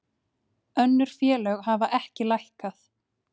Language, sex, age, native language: Icelandic, female, 30-39, Icelandic